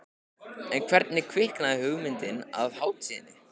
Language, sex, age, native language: Icelandic, male, 15, Icelandic